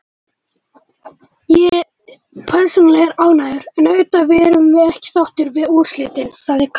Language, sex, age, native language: Icelandic, male, 18-19, Icelandic